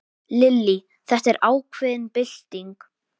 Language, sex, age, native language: Icelandic, male, 10, Icelandic